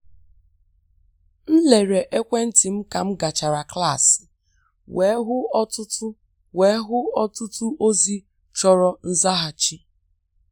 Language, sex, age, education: Igbo, female, 30-45, tertiary